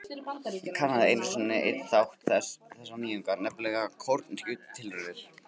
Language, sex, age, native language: Icelandic, male, 18-19, Icelandic